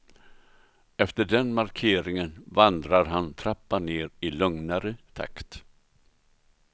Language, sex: Swedish, male